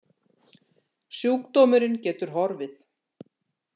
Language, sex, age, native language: Icelandic, female, 60-69, Icelandic